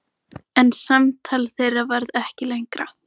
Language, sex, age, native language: Icelandic, male, 14, Icelandic